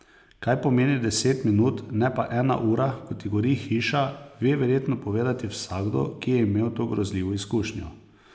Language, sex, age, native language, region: Slovenian, male, 30-49, Slovenian, Posavska region